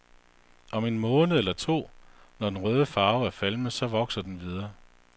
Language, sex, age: Danish, male, 48